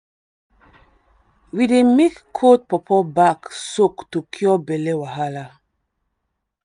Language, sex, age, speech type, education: Nigerian Pidgin, female, 30-45, spontaneous, tertiary